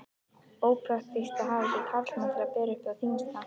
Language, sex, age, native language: Icelandic, female, 11, Icelandic